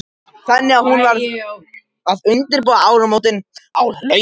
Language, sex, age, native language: Icelandic, male, 18-19, Japanese